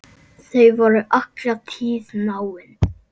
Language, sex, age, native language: Icelandic, male, 8, Icelandic